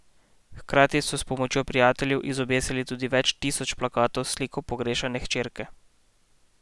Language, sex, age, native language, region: Slovenian, male, 18-29, Slovenian, Posavska region